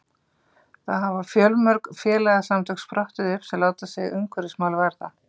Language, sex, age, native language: Icelandic, female, 50-59, Icelandic